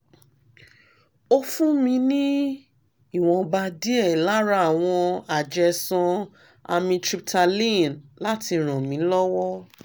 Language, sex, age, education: Yoruba, female, 30-45, tertiary